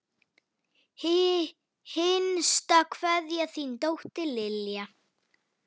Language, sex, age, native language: Icelandic, female, 9, Icelandic